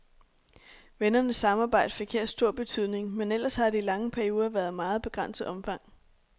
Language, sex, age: Danish, female, 26